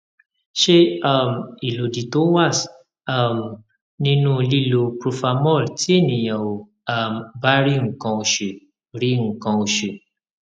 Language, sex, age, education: Yoruba, male, 30-45, tertiary